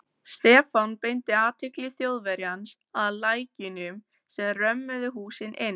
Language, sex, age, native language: Icelandic, female, 14, Icelandic